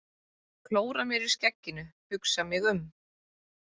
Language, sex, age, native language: Icelandic, female, 30-39, Icelandic